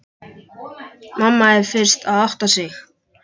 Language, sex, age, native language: Icelandic, male, 11, Icelandic